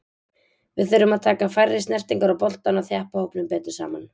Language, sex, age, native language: Icelandic, female, 20-29, Icelandic